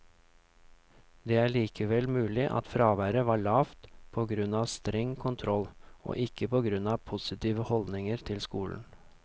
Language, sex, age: Norwegian, male, 39